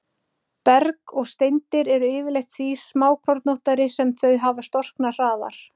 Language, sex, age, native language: Icelandic, female, 30-39, Icelandic